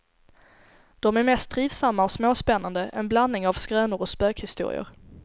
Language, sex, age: Swedish, female, 17